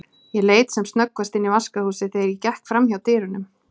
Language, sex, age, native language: Icelandic, female, 30-39, Icelandic